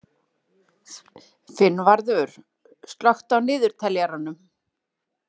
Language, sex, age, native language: Icelandic, female, 40-49, Icelandic